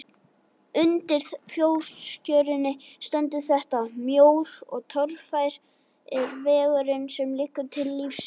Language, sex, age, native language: Icelandic, male, 18-19, Icelandic